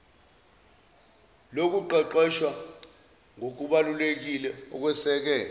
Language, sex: Zulu, male